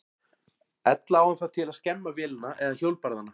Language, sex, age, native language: Icelandic, male, 40-49, Icelandic